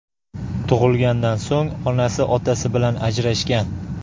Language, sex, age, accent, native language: Uzbek, male, 25-34, Toshkent shahri, Uzbek